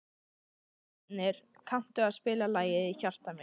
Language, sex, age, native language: Icelandic, male, 13, Icelandic